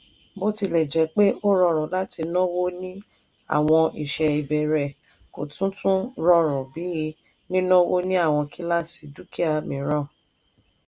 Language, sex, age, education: Yoruba, female, 30-45, tertiary